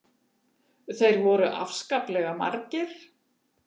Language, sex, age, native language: Icelandic, female, 70-79, Icelandic